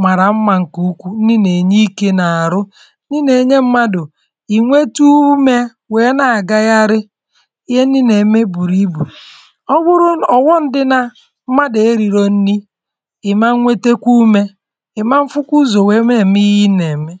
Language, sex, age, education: Igbo, female, 30-45, tertiary